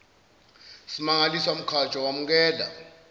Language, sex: Zulu, male